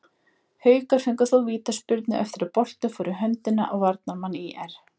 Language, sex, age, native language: Icelandic, female, 20-29, Icelandic